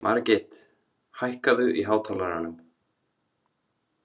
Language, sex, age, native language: Icelandic, male, 30-39, Icelandic